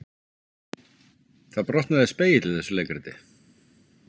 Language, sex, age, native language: Icelandic, male, 50-59, Icelandic